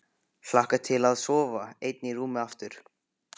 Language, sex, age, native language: Icelandic, male, 15, Icelandic